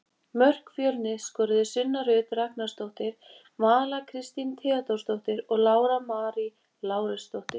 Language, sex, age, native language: Icelandic, female, 20-29, Icelandic